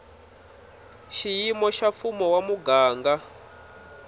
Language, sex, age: Tsonga, male, 26